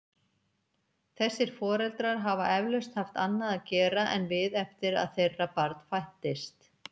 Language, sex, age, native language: Icelandic, female, 50-59, Icelandic